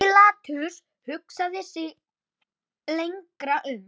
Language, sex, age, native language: Icelandic, female, 10, Icelandic